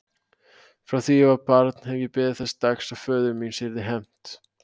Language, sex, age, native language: Icelandic, male, 18-19, Icelandic